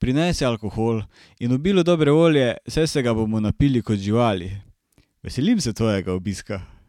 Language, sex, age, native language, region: Slovenian, male, 18-29, Slovenian, Carinthia region